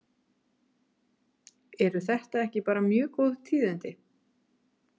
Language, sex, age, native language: Icelandic, female, 30-39, Icelandic